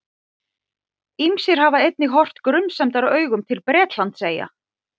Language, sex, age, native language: Icelandic, female, 40-49, Icelandic